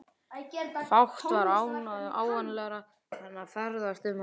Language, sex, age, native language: Icelandic, male, 11, Icelandic